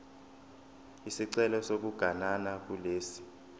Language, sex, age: Zulu, male, 20